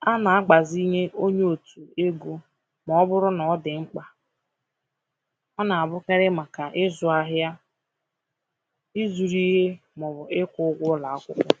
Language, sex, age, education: Igbo, female, 15-29, tertiary